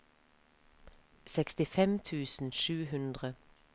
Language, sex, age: Norwegian, female, 33